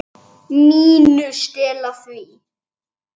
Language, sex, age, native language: Icelandic, male, 8, Icelandic